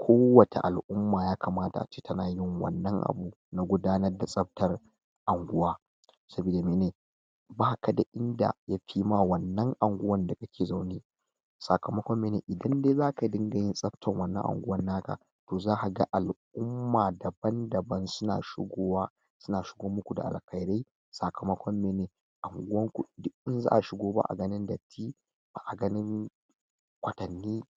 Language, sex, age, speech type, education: Hausa, male, 15-29, spontaneous, tertiary